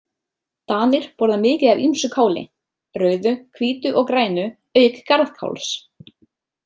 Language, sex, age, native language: Icelandic, female, 30-39, Icelandic